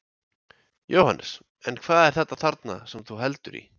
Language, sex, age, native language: Icelandic, male, 20-29, Icelandic